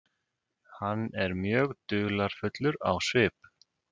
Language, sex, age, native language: Icelandic, male, 30-39, Icelandic